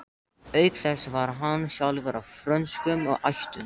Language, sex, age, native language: Icelandic, male, 13, Icelandic